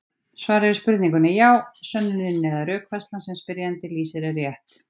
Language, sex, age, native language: Icelandic, female, 40-49, Icelandic